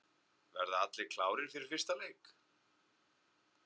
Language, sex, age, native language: Icelandic, male, 30-39, Icelandic